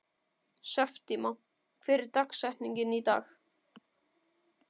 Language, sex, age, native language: Icelandic, male, 12, Icelandic